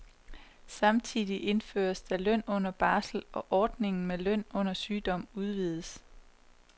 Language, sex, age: Danish, female, 27